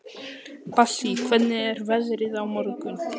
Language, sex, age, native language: Icelandic, male, 11, Icelandic